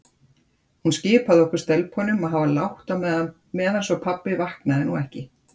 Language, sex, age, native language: Icelandic, female, 50-59, Icelandic